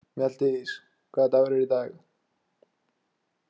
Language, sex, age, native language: Icelandic, male, 20-29, Icelandic